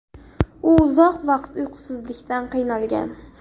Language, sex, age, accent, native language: Uzbek, female, 18-24, Andijon, Uzbek